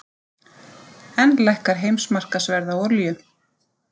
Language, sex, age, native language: Icelandic, female, 50-59, Icelandic